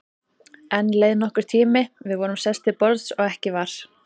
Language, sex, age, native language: Icelandic, female, 30-39, Icelandic